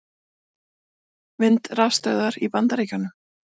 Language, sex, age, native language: Icelandic, female, 40-49, Icelandic